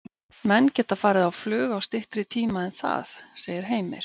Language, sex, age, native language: Icelandic, female, 50-59, Icelandic